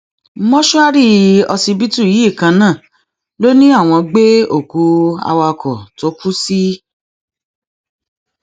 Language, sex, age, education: Yoruba, female, 30-45, tertiary